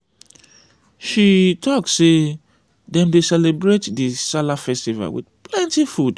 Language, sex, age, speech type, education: Nigerian Pidgin, male, 30-45, spontaneous, tertiary